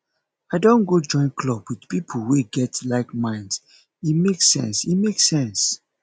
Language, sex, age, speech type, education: Nigerian Pidgin, male, 30-45, spontaneous, tertiary